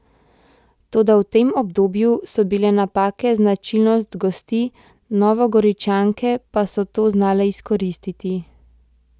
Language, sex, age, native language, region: Slovenian, female, 18-29, Slovenian, Central Slovenia